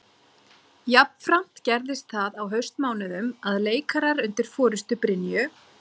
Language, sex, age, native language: Icelandic, female, 40-49, Icelandic